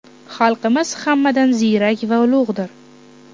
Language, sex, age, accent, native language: Uzbek, female, 18-24, Toshkent shahri, Uzbek